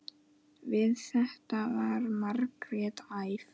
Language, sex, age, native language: Icelandic, male, 9, Icelandic